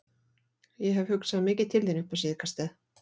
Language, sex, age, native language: Icelandic, female, 40-49, Icelandic